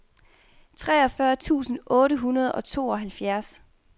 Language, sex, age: Danish, female, 24